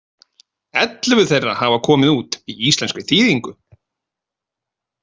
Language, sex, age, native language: Icelandic, male, 30-39, Icelandic